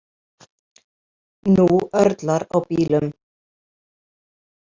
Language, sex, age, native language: Icelandic, female, 50-59, Icelandic